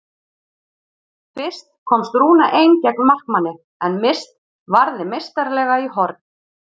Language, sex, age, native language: Icelandic, female, 40-49, Icelandic